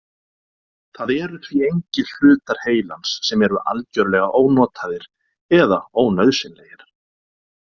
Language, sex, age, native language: Icelandic, male, 40-49, Icelandic